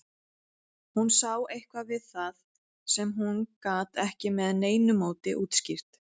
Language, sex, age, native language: Icelandic, female, 30-39, Icelandic